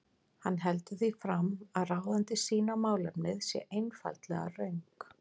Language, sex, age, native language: Icelandic, female, 40-49, Icelandic